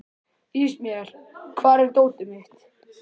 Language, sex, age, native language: Icelandic, male, 11, Icelandic